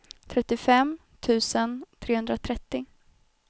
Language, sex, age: Swedish, female, 21